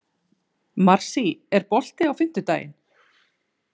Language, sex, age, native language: Icelandic, female, 30-39, Icelandic